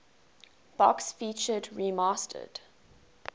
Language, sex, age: English, female, 19